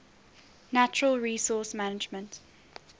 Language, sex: English, female